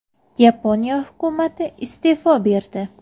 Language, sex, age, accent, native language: Uzbek, female, 19-29, Samarqand, Uzbek